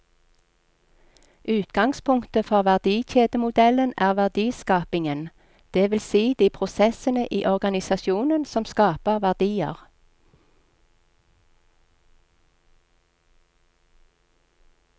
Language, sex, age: Norwegian, female, 46